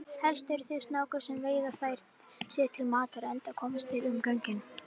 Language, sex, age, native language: Icelandic, female, 50-59, Icelandic